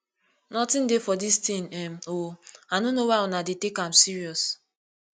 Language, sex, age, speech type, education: Nigerian Pidgin, female, 15-29, spontaneous, tertiary